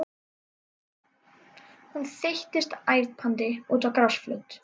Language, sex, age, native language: Icelandic, other, 12, Icelandic